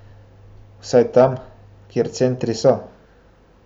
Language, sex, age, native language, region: Slovenian, male, 18-29, Slovenian, Central Slovenia